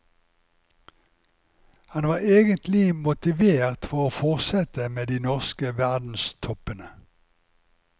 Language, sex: Norwegian, male